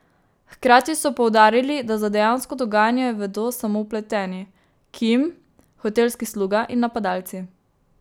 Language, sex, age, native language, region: Slovenian, female, 18-29, Slovenian, Savinja region